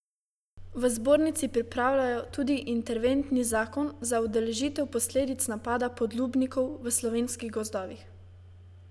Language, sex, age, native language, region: Slovenian, female, 18-29, Slovenian, Savinja region